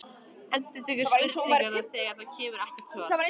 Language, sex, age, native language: Icelandic, female, 13, Icelandic